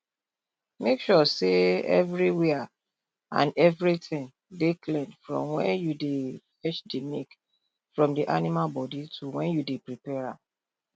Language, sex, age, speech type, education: Nigerian Pidgin, female, 30-45, spontaneous, tertiary